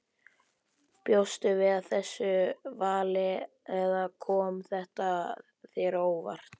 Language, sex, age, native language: Icelandic, male, 11, Icelandic